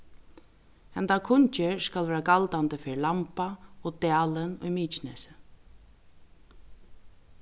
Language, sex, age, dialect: Faroese, female, 36-60, Vágar